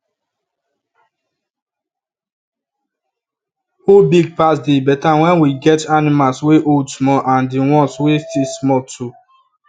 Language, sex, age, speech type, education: Nigerian Pidgin, male, 15-29, spontaneous, tertiary